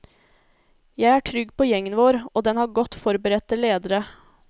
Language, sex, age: Norwegian, female, 24